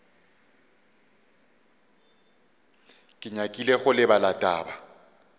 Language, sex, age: Northern Sotho, male, 35